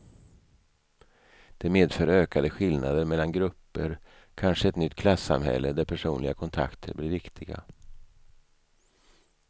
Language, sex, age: Swedish, male, 55